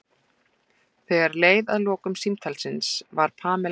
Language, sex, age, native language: Icelandic, female, 40-49, Icelandic